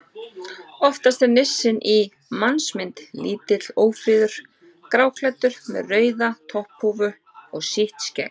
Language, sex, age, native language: Icelandic, female, 30-39, Icelandic